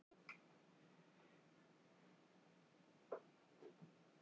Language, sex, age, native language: Icelandic, female, 50-59, Icelandic